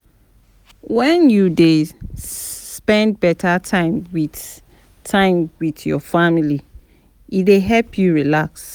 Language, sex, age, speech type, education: Nigerian Pidgin, female, 30-45, spontaneous, tertiary